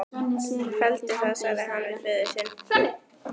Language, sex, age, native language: Icelandic, female, 12, Icelandic